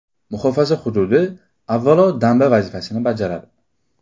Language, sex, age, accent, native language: Uzbek, male, 18-24, Qashqadaryo, Uzbek